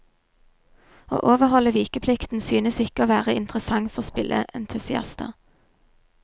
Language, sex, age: Norwegian, female, 22